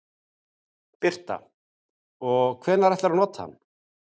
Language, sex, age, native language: Icelandic, male, 40-49, Icelandic